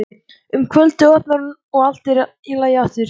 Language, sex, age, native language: Icelandic, male, 14, Icelandic